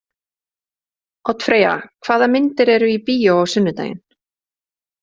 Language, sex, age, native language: Icelandic, female, 30-39, Icelandic